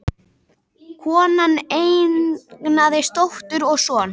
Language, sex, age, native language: Icelandic, female, 18-19, Icelandic